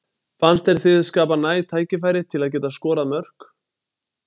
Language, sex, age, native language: Icelandic, male, 20-29, Icelandic